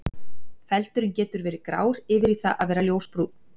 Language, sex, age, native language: Icelandic, female, 40-49, Icelandic